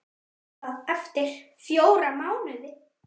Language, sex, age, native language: Icelandic, male, 9, Icelandic